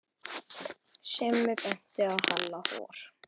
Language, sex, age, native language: Icelandic, female, 10, Icelandic